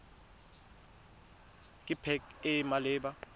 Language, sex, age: Tswana, male, 25